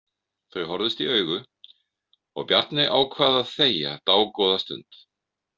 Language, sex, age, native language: Icelandic, male, 50-59, Icelandic